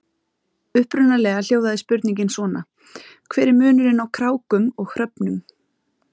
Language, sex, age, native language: Icelandic, female, 30-39, Icelandic